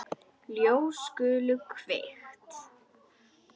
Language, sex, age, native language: Icelandic, female, 10, Icelandic